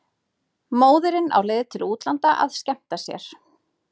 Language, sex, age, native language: Icelandic, female, 30-39, Icelandic